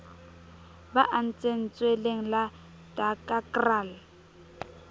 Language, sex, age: Southern Sotho, female, 22